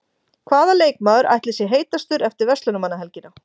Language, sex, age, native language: Icelandic, female, 40-49, Icelandic